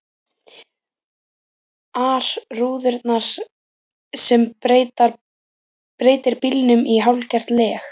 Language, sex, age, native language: Icelandic, female, 15, Icelandic